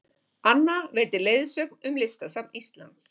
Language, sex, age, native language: Icelandic, female, 50-59, Icelandic